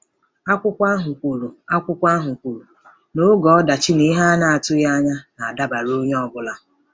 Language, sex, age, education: Igbo, female, 30-45, tertiary